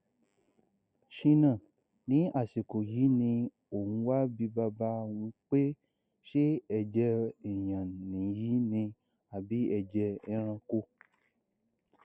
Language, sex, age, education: Yoruba, male, 60+, secondary